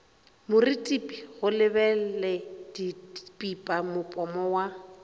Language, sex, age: Northern Sotho, female, 22